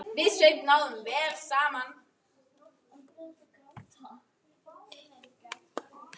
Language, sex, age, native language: Icelandic, female, 10, Icelandic